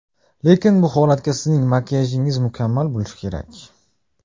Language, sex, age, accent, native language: Uzbek, male, 18-24, Namangan, Uzbek